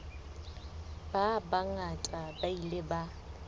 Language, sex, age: Southern Sotho, female, 20